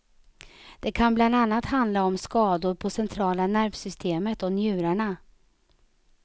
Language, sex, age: Swedish, female, 35